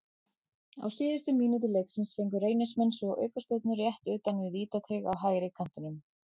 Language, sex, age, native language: Icelandic, female, 40-49, Icelandic